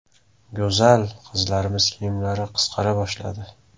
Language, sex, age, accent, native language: Uzbek, male, 18-24, Samarqand, Uzbek